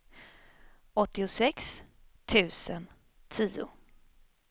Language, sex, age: Swedish, female, 26